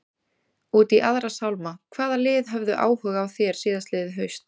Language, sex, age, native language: Icelandic, female, 20-29, Icelandic